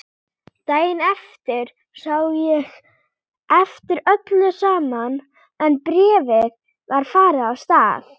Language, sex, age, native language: Icelandic, female, 18-19, Icelandic